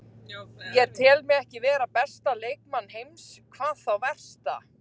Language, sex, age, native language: Icelandic, female, 20-29, Icelandic